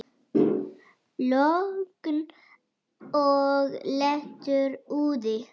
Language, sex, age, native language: Icelandic, female, 9, Icelandic